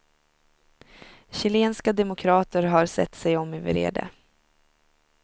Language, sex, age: Swedish, female, 23